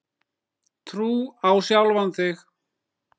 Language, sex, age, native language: Icelandic, female, 9, Icelandic